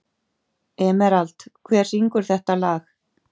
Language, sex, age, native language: Icelandic, female, 50-59, Icelandic